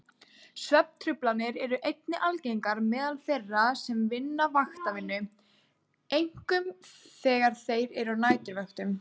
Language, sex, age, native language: Icelandic, female, 18-19, Icelandic